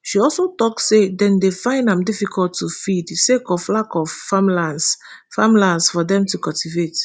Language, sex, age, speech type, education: Nigerian Pidgin, female, 15-29, spontaneous, tertiary